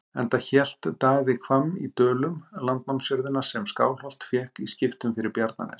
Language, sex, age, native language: Icelandic, male, 50-59, Icelandic